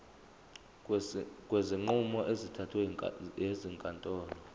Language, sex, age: Zulu, male, 25